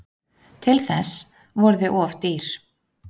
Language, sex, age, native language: Icelandic, female, 30-39, Icelandic